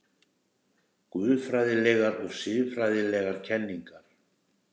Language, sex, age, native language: Icelandic, male, 60-69, Icelandic